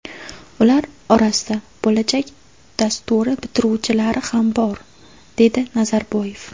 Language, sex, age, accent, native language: Uzbek, female, 18-24, Samarqand, Uzbek